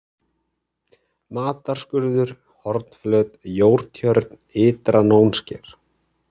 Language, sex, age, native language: Icelandic, male, 30-39, Icelandic